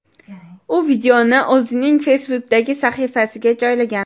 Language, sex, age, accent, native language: Uzbek, female, 19-29, Toshkent shahri, Uzbek